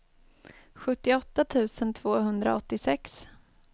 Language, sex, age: Swedish, female, 23